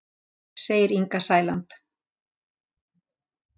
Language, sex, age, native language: Icelandic, female, 60-69, Icelandic